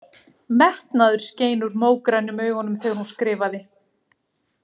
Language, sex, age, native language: Icelandic, female, 40-49, Icelandic